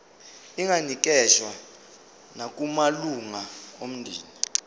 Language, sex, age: Zulu, male, 25